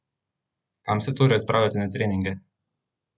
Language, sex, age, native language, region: Slovenian, male, 18-29, Slovenian, Central Slovenia